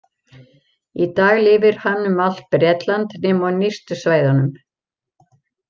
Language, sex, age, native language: Icelandic, female, 70-79, Icelandic